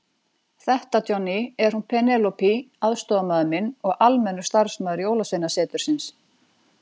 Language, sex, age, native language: Icelandic, female, 40-49, Icelandic